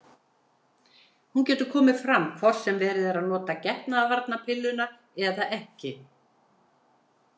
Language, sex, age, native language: Icelandic, female, 70-79, Icelandic